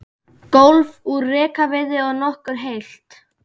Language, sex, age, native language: Icelandic, male, 12, Icelandic